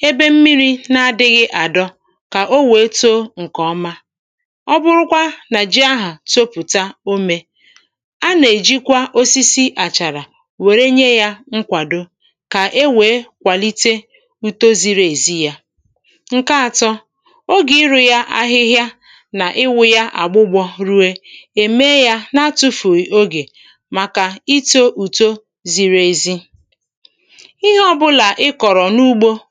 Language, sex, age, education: Igbo, female, 30-45, primary